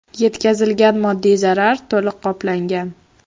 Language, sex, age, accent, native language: Uzbek, female, 12-17, Farg'ona, Uzbek